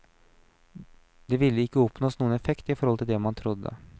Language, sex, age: Norwegian, male, 29